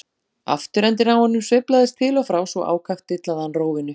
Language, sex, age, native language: Icelandic, female, 40-49, Icelandic